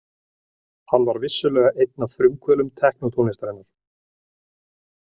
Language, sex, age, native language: Icelandic, male, 30-39, Icelandic